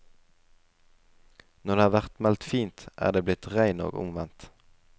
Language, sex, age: Norwegian, male, 20